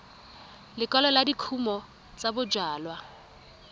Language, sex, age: Tswana, female, 23